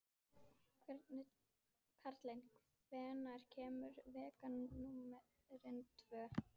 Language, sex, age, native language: Icelandic, female, 14, Icelandic